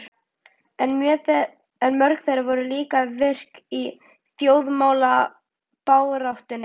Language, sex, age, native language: Icelandic, female, 12, Icelandic